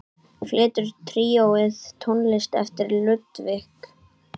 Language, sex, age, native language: Icelandic, male, 8, Icelandic